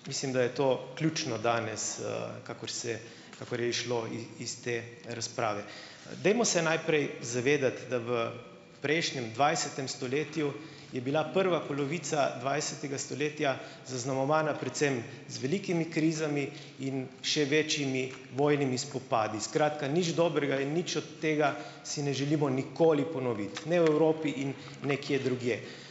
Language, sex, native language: Slovenian, male, Slovenian